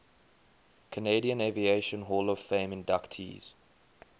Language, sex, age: English, male, 23